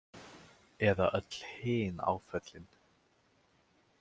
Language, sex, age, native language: Icelandic, male, 18-19, Icelandic